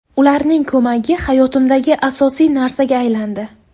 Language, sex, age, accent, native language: Uzbek, female, 18-24, Buxoro, Uzbek